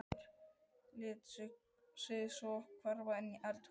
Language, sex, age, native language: Icelandic, male, 12, Icelandic